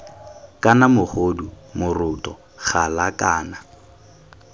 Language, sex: Tswana, male